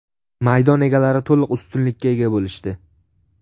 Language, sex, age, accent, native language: Uzbek, male, 12-17, Sirdaryo, Uzbek